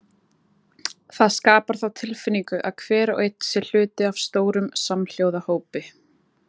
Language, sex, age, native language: Icelandic, female, 20-29, Icelandic